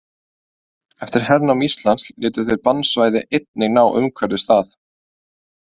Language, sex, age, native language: Icelandic, male, 20-29, Icelandic